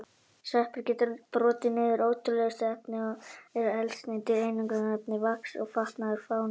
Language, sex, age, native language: Icelandic, male, 18-19, Icelandic